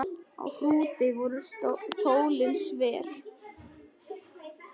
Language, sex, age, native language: Icelandic, male, 10, Icelandic